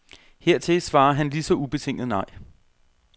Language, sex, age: Danish, male, 32